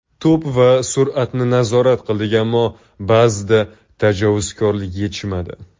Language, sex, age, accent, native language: Uzbek, male, 19-29, Toshkent viloyati, Uzbek